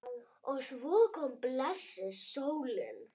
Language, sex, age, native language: Icelandic, female, 9, Icelandic